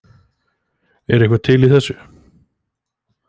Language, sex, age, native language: Icelandic, male, 20-29, Icelandic